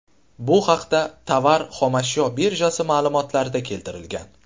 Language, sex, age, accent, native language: Uzbek, male, 18-24, Qashqadaryo, Uzbek